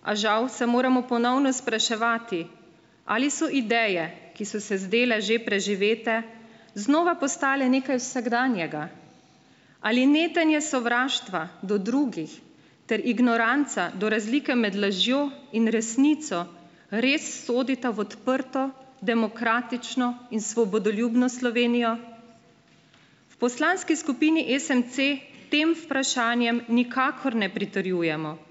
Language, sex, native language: Slovenian, female, Slovenian